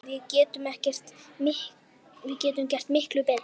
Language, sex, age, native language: Icelandic, male, 8, Icelandic